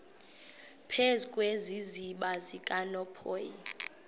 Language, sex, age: Xhosa, female, 21